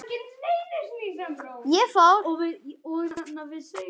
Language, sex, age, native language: Icelandic, male, 9, Icelandic